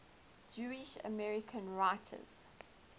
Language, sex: English, female